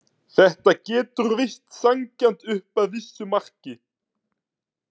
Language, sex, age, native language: Icelandic, male, 30-39, Icelandic